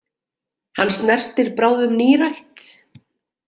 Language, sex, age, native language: Icelandic, female, 40-49, Icelandic